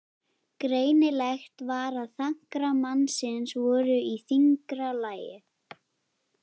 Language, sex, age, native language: Icelandic, female, 13, Icelandic